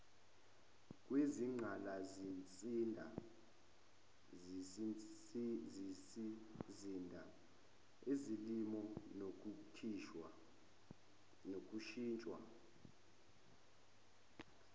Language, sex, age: Zulu, male, 25